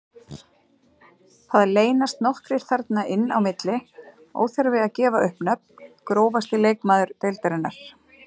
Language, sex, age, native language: Icelandic, female, 40-49, Icelandic